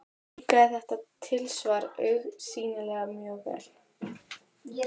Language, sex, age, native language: Icelandic, female, 12, Icelandic